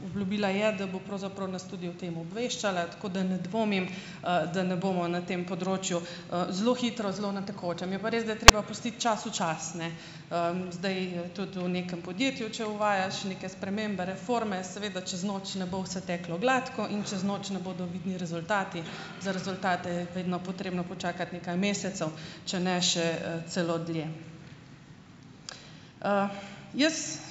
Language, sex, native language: Slovenian, female, Slovenian